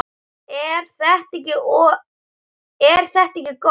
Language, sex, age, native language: Icelandic, male, 10, Icelandic